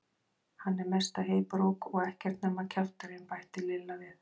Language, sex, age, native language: Icelandic, female, 40-49, Icelandic